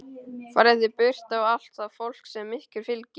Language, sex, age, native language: Icelandic, male, 12, Icelandic